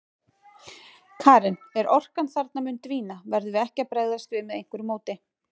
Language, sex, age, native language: Icelandic, female, 18-19, Icelandic